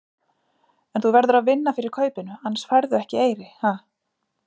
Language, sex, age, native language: Icelandic, female, 40-49, Icelandic